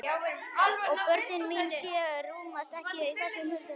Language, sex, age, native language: Icelandic, male, 11, Icelandic